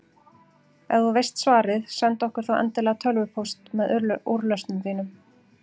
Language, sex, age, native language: Icelandic, female, 40-49, Icelandic